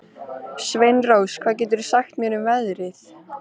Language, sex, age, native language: Icelandic, female, 13, Icelandic